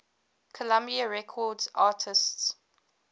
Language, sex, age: English, female, 22